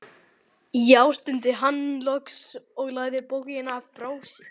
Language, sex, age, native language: Icelandic, male, 11, Icelandic